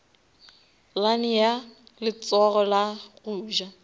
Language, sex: Northern Sotho, female